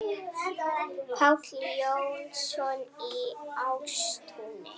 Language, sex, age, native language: Icelandic, female, 8, Icelandic